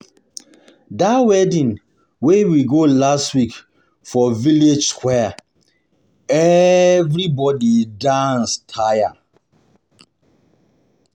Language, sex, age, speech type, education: Nigerian Pidgin, male, 30-45, spontaneous, tertiary